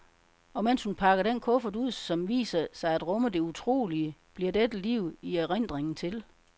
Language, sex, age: Danish, female, 52